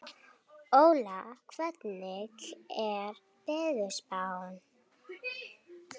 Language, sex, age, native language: Icelandic, female, 12, Icelandic